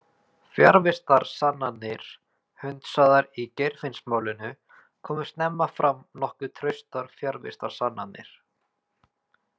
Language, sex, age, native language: Icelandic, male, 20-29, Icelandic